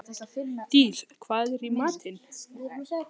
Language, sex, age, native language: Icelandic, male, 11, Icelandic